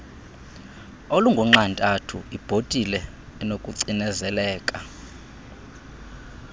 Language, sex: Xhosa, male